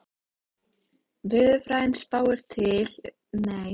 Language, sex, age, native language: Icelandic, female, 18-19, Icelandic